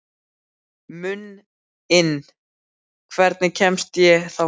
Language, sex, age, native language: Icelandic, male, 12, Icelandic